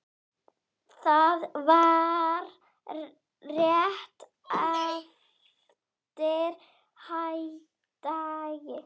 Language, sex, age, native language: Icelandic, female, 8, Icelandic